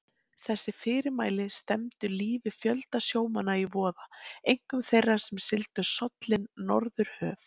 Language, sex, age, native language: Icelandic, female, 20-29, Icelandic